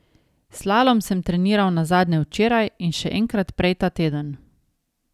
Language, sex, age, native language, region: Slovenian, female, 30-49, Slovenian, Savinja region